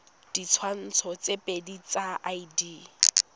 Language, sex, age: Tswana, female, 19